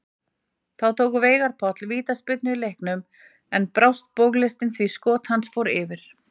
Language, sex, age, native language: Icelandic, female, 40-49, Icelandic